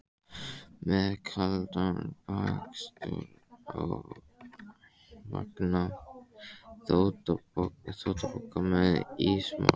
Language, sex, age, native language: Icelandic, male, 14, Icelandic